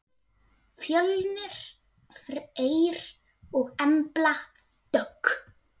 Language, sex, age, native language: Icelandic, female, 8, Icelandic